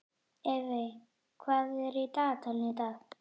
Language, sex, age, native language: Icelandic, female, 11, Icelandic